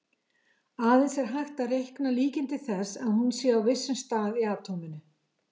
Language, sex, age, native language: Icelandic, female, 70-79, Icelandic